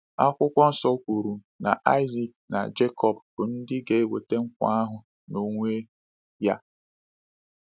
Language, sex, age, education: Igbo, male, 15-29, tertiary